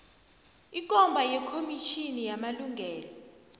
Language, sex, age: South Ndebele, female, 29